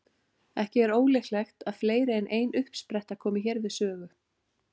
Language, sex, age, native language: Icelandic, female, 40-49, Icelandic